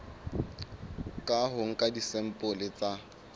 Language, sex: Southern Sotho, male